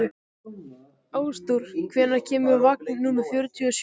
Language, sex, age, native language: Icelandic, male, 14, Icelandic